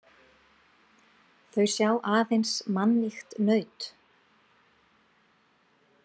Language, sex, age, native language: Icelandic, female, 40-49, Icelandic